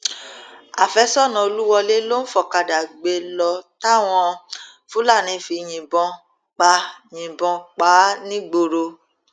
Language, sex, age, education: Yoruba, female, 30-45, tertiary